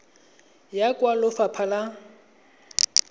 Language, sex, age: Tswana, male, 20